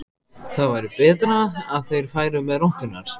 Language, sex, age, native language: Icelandic, male, 14, Icelandic